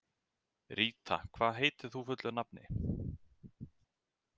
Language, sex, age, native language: Icelandic, male, 30-39, Icelandic